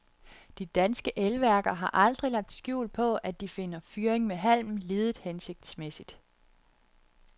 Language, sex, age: Danish, female, 30